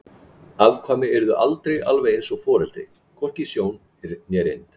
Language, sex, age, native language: Icelandic, male, 40-49, Icelandic